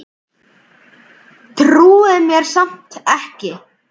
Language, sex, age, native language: Icelandic, male, 10, Icelandic